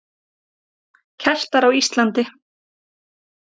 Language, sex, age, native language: Icelandic, female, 30-39, Icelandic